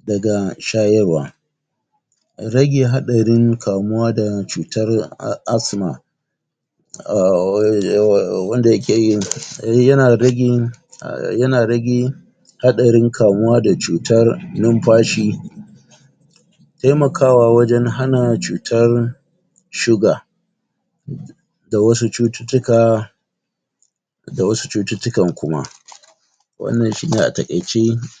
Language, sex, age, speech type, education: Hausa, male, 46-60, spontaneous, tertiary